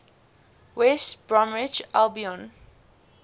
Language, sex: English, female